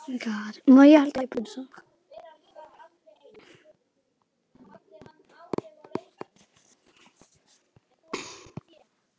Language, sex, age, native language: Icelandic, female, 10, Icelandic